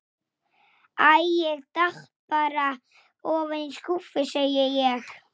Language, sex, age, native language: Icelandic, female, 6, Icelandic